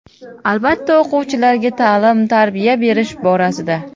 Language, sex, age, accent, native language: Uzbek, female, 18-24, Samarqand, Uzbek